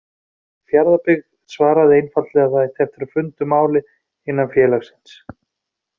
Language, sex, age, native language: Icelandic, male, 40-49, Icelandic